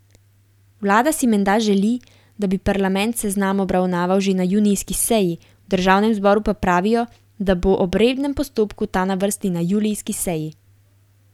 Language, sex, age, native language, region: Slovenian, female, 18-29, Slovenian, Gorenjska region